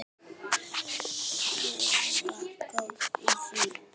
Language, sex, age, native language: Icelandic, female, 10, Icelandic